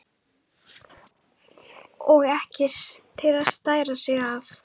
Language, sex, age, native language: Icelandic, female, 11, Icelandic